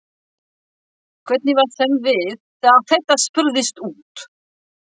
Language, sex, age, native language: Icelandic, female, 60-69, French